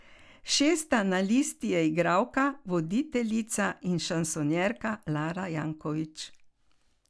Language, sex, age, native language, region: Slovenian, female, 60+, Slovenian, Carinthia region